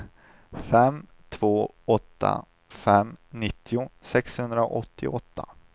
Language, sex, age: Swedish, male, 25